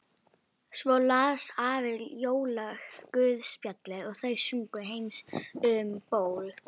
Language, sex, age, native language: Icelandic, female, 11, Icelandic